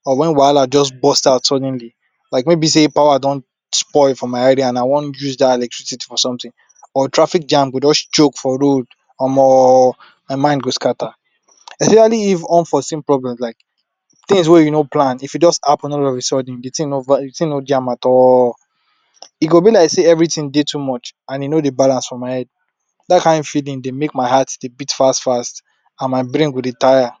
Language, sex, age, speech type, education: Nigerian Pidgin, male, 46-60, spontaneous, tertiary